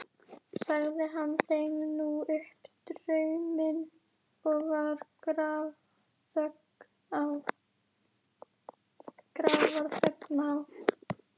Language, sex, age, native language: Icelandic, female, 11, Icelandic